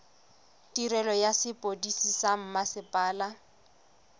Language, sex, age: Tswana, female, 25